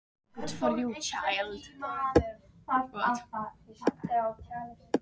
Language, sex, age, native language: Icelandic, female, 13, Icelandic